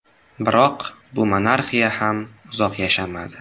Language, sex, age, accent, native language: Uzbek, male, 18-24, Samarqand, Uzbek